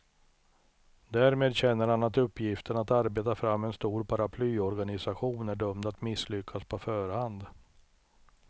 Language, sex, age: Swedish, male, 63